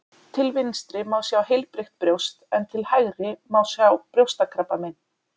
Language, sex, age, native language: Icelandic, female, 30-39, Icelandic